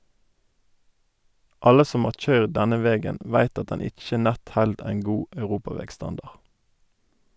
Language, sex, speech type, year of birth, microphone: Norwegian, male, read, 1988, Sennheiser